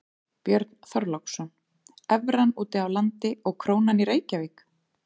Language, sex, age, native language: Icelandic, female, 30-39, Icelandic